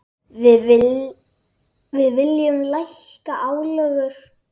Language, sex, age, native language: Icelandic, female, 10, Icelandic